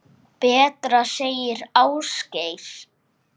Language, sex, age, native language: Icelandic, male, 8, Icelandic